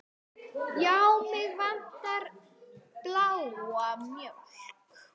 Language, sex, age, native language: Icelandic, female, 8, Icelandic